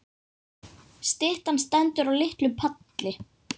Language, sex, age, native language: Icelandic, other, 10, Icelandic